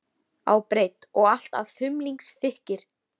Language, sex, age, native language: Icelandic, female, 13, Icelandic